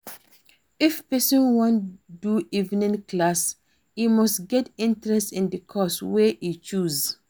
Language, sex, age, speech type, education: Nigerian Pidgin, female, 46-60, read, tertiary